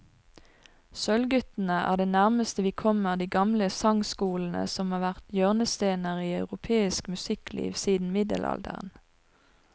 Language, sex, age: Norwegian, female, 42